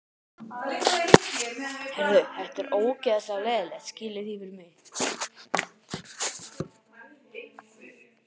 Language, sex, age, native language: Icelandic, male, 18-19, Icelandic